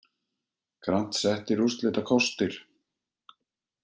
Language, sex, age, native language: Icelandic, male, 50-59, Icelandic